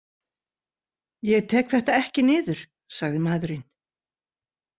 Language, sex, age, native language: Icelandic, female, 60-69, Icelandic